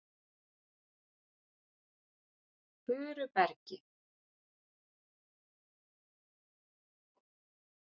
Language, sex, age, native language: Icelandic, female, 40-49, Icelandic